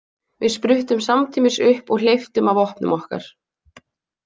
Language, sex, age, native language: Icelandic, female, 20-29, Icelandic